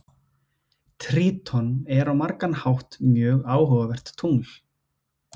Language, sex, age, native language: Icelandic, male, 20-29, Icelandic